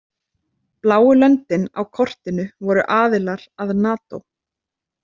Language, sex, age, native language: Icelandic, female, 30-39, Icelandic